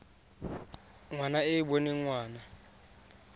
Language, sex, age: Tswana, male, 20